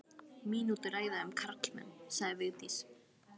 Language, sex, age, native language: Icelandic, female, 12, Icelandic